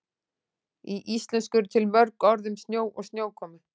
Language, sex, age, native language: Icelandic, female, 40-49, Icelandic